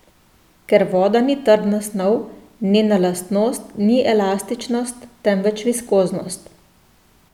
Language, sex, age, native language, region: Slovenian, female, 30-49, Slovenian, Central Slovenia